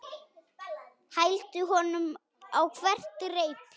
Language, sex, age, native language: Icelandic, male, 6, Icelandic